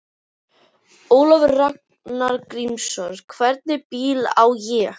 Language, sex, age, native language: Icelandic, other, 11, Icelandic